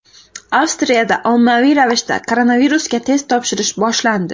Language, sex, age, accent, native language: Uzbek, female, 18-24, Xorazm, Uzbek